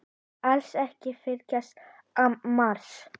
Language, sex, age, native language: Icelandic, female, 10, Icelandic